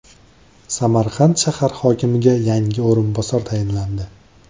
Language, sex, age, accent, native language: Uzbek, male, 25-34, Andijon, Uzbek